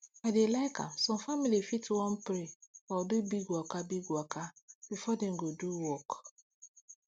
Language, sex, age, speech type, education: Nigerian Pidgin, female, 15-29, spontaneous, tertiary